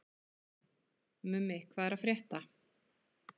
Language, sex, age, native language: Icelandic, female, 30-39, Icelandic